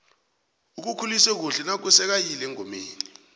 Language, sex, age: South Ndebele, male, 21